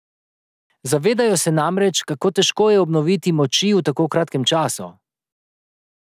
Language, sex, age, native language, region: Slovenian, male, 30-49, Slovenian, Drava region